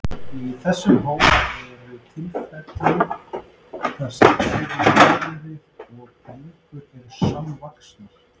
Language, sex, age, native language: Icelandic, male, 30-39, Icelandic